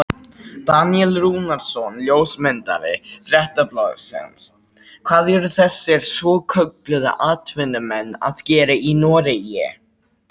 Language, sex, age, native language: Icelandic, male, 18-19, Icelandic